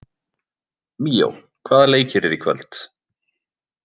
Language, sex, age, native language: Icelandic, male, 20-29, Icelandic